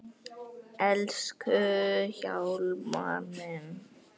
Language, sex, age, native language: Icelandic, female, 8, Icelandic